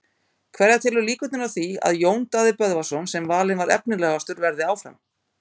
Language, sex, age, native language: Icelandic, female, 50-59, Icelandic